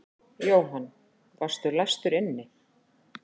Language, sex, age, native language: Icelandic, female, 40-49, Icelandic